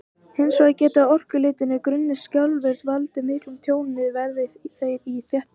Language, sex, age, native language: Icelandic, female, 18-19, Icelandic